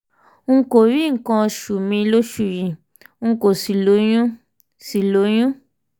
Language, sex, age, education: Yoruba, female, 15-29, primary